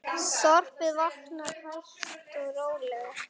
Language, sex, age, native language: Icelandic, male, 8, Icelandic